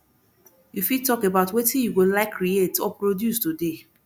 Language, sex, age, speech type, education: Nigerian Pidgin, female, 30-45, spontaneous, tertiary